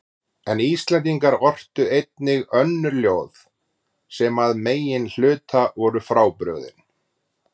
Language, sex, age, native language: Icelandic, male, 40-49, Icelandic